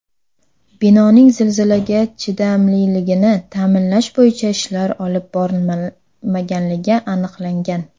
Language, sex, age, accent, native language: Uzbek, female, under 19, Samarqand, Uzbek